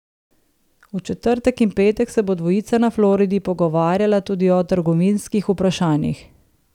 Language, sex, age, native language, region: Slovenian, female, 30-49, Slovenian, Southeast Slovenia